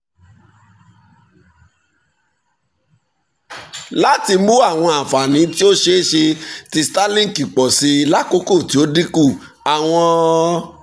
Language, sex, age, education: Yoruba, male, 46-60, tertiary